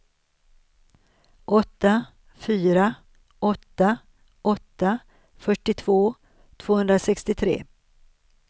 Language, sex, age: Swedish, female, 63